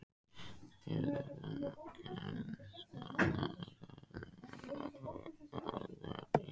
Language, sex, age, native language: Icelandic, male, 14, Icelandic